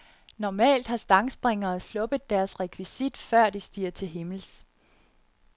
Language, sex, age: Danish, female, 30